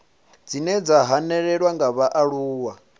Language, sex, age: Venda, male, 25